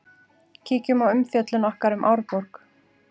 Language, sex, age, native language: Icelandic, female, 40-49, Icelandic